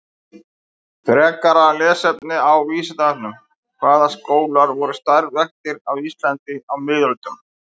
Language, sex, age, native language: Icelandic, male, 50-59, Icelandic